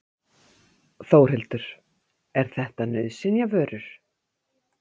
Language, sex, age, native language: Icelandic, female, 50-59, Icelandic